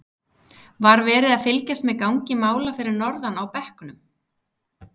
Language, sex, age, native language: Icelandic, female, 30-39, Icelandic